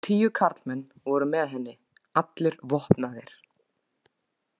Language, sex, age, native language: Icelandic, female, 20-29, Icelandic